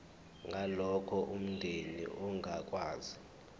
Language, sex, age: Zulu, male, 21